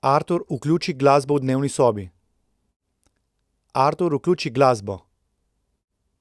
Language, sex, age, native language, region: Slovenian, male, 30-49, Slovenian, Central Slovenia